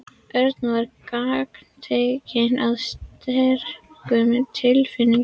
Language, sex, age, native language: Icelandic, female, 11, Icelandic